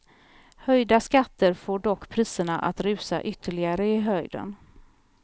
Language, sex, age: Swedish, female, 43